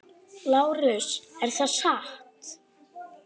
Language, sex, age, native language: Icelandic, female, 7, Icelandic